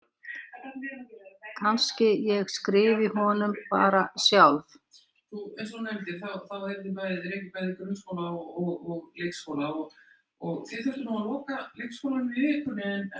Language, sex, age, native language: Icelandic, female, 60-69, Icelandic